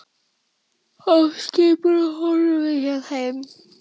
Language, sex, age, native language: Icelandic, female, 10, Icelandic